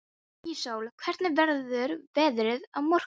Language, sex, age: Icelandic, female, 13